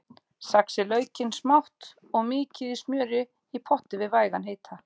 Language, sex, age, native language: Icelandic, female, 30-39, Icelandic